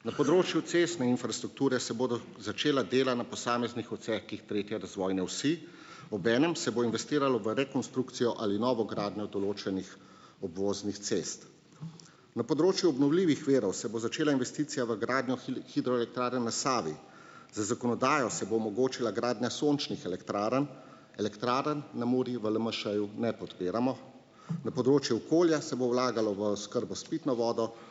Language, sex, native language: Slovenian, male, Slovenian